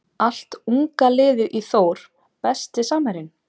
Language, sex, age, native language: Icelandic, female, 20-29, Icelandic